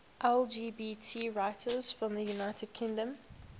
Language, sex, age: English, female, 21